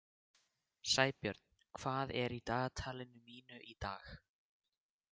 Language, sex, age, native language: Icelandic, male, 18-19, Icelandic